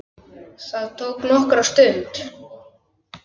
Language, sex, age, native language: Icelandic, male, 10, Icelandic